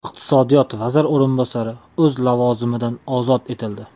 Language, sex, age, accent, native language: Uzbek, male, 18-24, Toshkent shahri, Uzbek